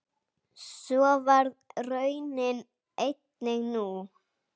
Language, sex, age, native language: Icelandic, female, 8, Icelandic